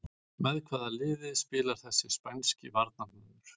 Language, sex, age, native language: Icelandic, male, 40-49, Icelandic